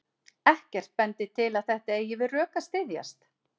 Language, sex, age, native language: Icelandic, female, 40-49, Icelandic